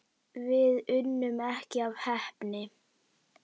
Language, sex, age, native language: Icelandic, female, 60-69, Icelandic